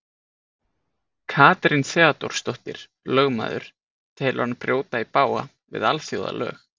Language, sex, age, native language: Icelandic, male, 20-29, Icelandic